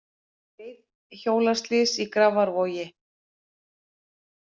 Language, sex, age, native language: Icelandic, female, 50-59, Icelandic